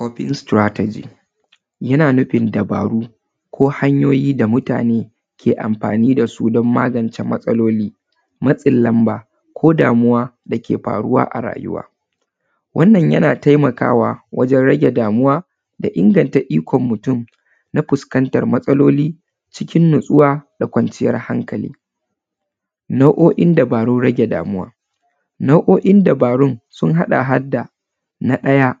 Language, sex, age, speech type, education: Hausa, female, 30-45, spontaneous, tertiary